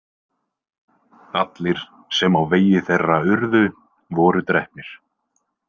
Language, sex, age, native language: Icelandic, male, 20-29, Icelandic